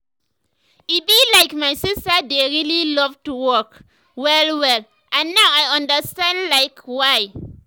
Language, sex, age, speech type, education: Nigerian Pidgin, female, 15-29, spontaneous, tertiary